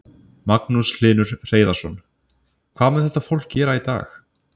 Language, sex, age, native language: Icelandic, male, 30-39, Icelandic